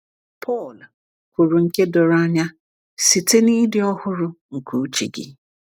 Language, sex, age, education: Igbo, female, 30-45, tertiary